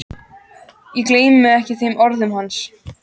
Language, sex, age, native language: Icelandic, female, 14, Icelandic